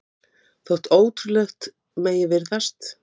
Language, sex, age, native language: Icelandic, female, 50-59, Icelandic